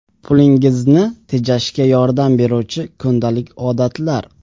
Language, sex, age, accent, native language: Uzbek, male, 18-24, Qashqadaryo, Uzbek